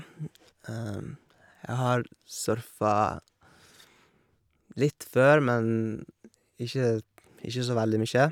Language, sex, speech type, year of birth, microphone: Norwegian, male, spontaneous, 1978, Shure